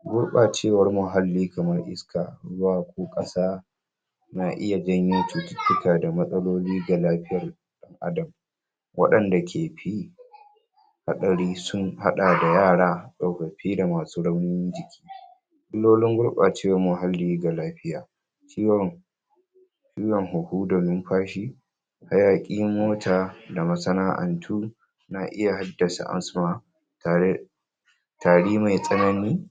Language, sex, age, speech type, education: Hausa, male, 46-60, spontaneous, tertiary